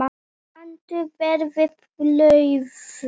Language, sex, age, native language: Icelandic, male, 8, Icelandic